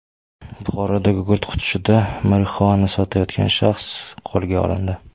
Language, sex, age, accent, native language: Uzbek, male, 18-24, Toshkent viloyati, Uzbek